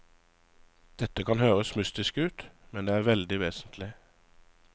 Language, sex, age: Norwegian, male, 35